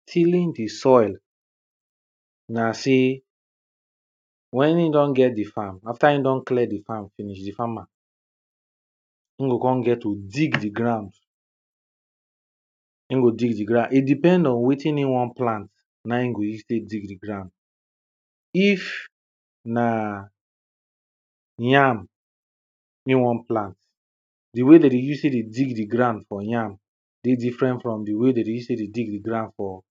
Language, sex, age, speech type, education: Nigerian Pidgin, male, 15-29, spontaneous, primary